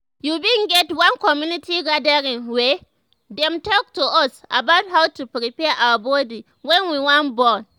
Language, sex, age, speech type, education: Nigerian Pidgin, female, 15-29, spontaneous, tertiary